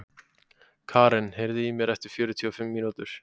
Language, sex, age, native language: Icelandic, male, 18-19, Icelandic